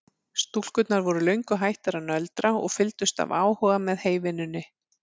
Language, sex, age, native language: Icelandic, female, 40-49, Icelandic